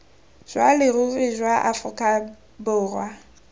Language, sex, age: Tswana, female, 18